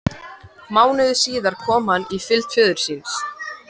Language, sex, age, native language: Icelandic, male, 14, Icelandic